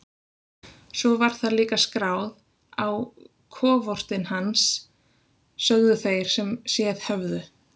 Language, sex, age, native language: Icelandic, female, 20-29, Icelandic